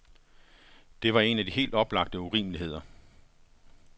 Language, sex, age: Danish, male, 51